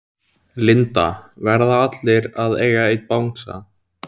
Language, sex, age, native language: Icelandic, male, 17, Icelandic